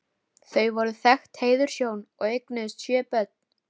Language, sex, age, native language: Icelandic, female, 13, Icelandic